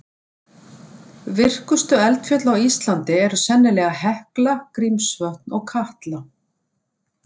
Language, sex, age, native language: Icelandic, female, 60-69, Icelandic